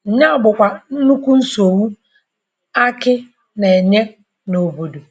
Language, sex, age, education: Igbo, female, 30-45, primary